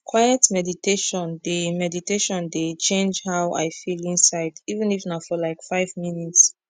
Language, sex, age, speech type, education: Nigerian Pidgin, female, 15-29, spontaneous, tertiary